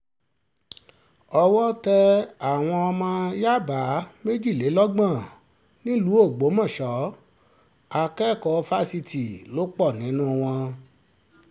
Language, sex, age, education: Yoruba, male, 46-60, tertiary